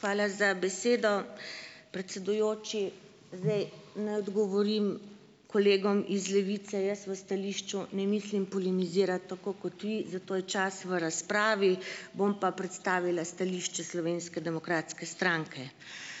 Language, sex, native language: Slovenian, female, Slovenian